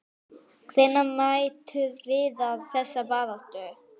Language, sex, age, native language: Icelandic, male, 9, Icelandic